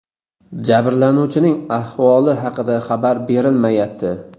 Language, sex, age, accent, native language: Uzbek, male, 18-24, Qoraqalpog'iston, Uzbek